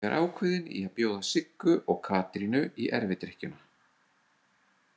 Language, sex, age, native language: Icelandic, male, 40-49, Icelandic